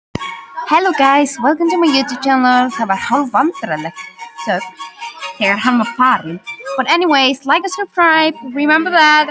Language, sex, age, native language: Icelandic, female, 13, Icelandic